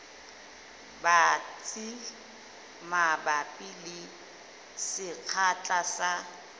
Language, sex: Southern Sotho, female